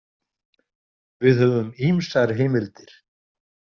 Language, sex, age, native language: Icelandic, male, 60-69, Icelandic